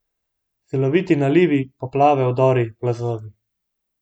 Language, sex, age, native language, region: Slovenian, male, 18-29, Slovenian, Gorenjska region